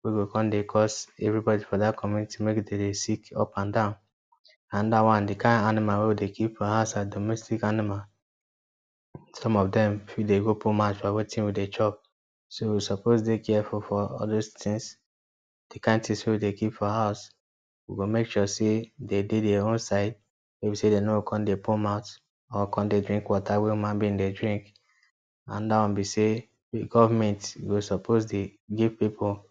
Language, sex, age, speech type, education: Nigerian Pidgin, male, 15-29, spontaneous, tertiary